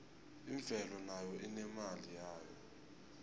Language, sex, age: South Ndebele, male, 20